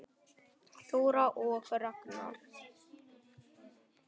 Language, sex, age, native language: Icelandic, male, 10, Vietnamese